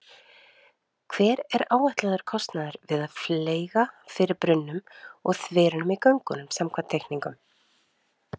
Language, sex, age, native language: Icelandic, female, 30-39, Icelandic